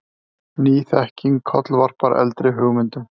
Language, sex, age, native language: Icelandic, male, 30-39, Icelandic